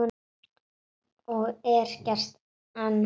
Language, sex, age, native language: Icelandic, female, 9, Icelandic